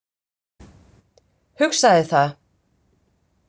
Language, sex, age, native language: Icelandic, female, 50-59, Icelandic